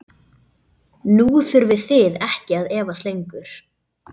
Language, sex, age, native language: Icelandic, male, 12, Icelandic